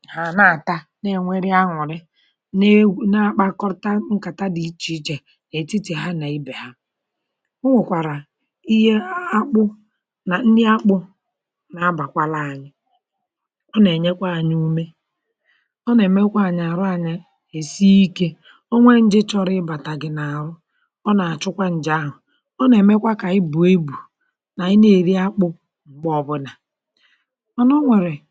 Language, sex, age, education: Igbo, male, 30-45, tertiary